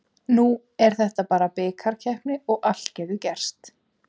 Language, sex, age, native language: Icelandic, female, 20-29, Icelandic